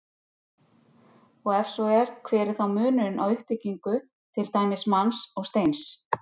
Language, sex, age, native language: Icelandic, female, 50-59, Icelandic